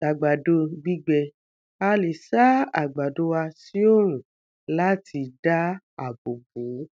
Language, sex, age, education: Yoruba, female, 15-29, tertiary